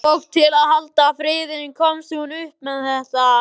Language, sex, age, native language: Icelandic, male, 14, Icelandic